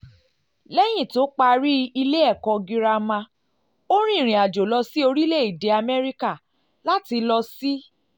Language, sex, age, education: Yoruba, female, 30-45, tertiary